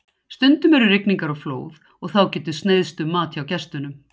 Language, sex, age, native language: Icelandic, female, 60-69, Icelandic